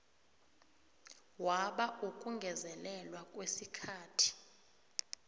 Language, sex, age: South Ndebele, female, 21